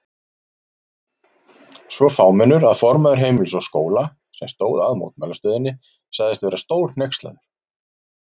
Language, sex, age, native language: Icelandic, male, 40-49, Icelandic